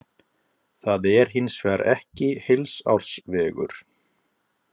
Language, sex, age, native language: Icelandic, male, 30-39, Icelandic